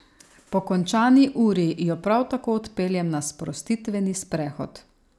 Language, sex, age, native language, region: Slovenian, female, 30-49, Slovenian, Savinja region